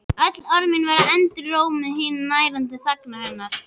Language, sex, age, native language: Icelandic, female, 11, Icelandic